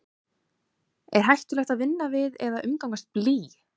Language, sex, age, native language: Icelandic, female, 18-19, Icelandic